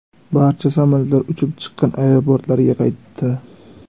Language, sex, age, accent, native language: Uzbek, male, 18-24, Sirdaryo, Uzbek